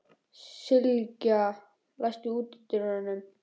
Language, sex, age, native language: Icelandic, male, 11, Icelandic